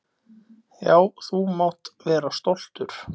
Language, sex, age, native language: Icelandic, male, 20-29, Icelandic